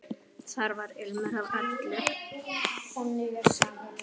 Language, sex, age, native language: Icelandic, female, 8, Icelandic